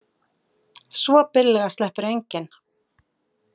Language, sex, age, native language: Icelandic, female, 50-59, Icelandic